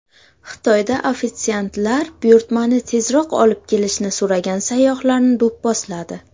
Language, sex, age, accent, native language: Uzbek, female, under 19, Qashqadaryo, Uzbek